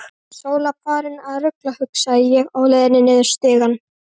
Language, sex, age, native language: Icelandic, male, 12, Icelandic